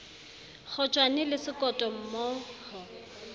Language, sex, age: Southern Sotho, female, 35